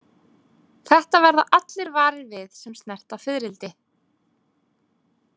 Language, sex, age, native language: Icelandic, female, 20-29, Icelandic